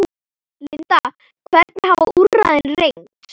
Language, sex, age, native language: Icelandic, female, 8, Icelandic